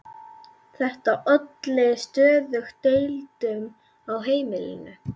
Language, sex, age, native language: Icelandic, female, 11, Icelandic